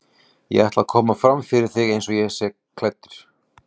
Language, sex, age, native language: Icelandic, male, 40-49, Icelandic